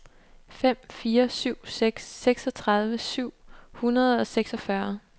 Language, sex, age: Danish, female, 29